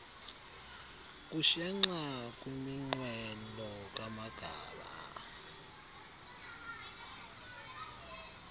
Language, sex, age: Xhosa, male, 35